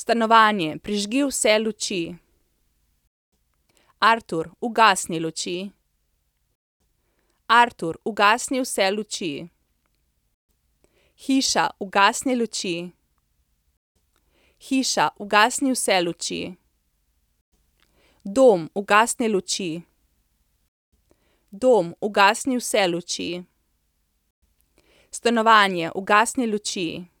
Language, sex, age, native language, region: Slovenian, female, 30-49, Slovenian, Central Slovenia